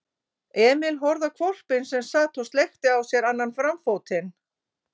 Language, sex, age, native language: Icelandic, female, 50-59, Icelandic